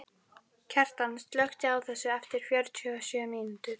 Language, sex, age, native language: Icelandic, female, 11, Icelandic